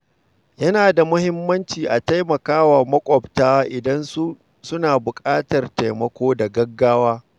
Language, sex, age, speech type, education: Hausa, male, 46-60, read, secondary